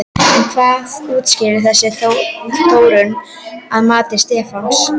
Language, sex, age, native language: Icelandic, female, 12, Icelandic